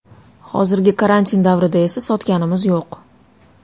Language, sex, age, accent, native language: Uzbek, female, 19-29, Toshkent shahri, Uzbek